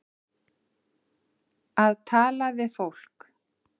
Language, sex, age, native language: Icelandic, female, 40-49, Icelandic